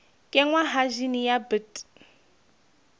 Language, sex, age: Southern Sotho, female, 21